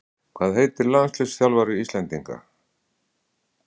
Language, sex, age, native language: Icelandic, male, 60-69, Icelandic